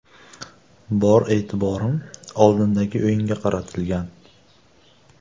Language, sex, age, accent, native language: Uzbek, male, 18-24, Buxoro, Uzbek